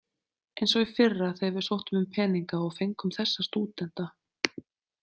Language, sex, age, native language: Icelandic, female, 30-39, Icelandic